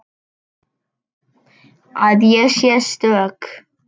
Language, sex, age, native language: Icelandic, male, 10, Icelandic